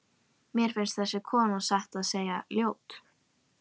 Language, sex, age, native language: Icelandic, female, 11, Icelandic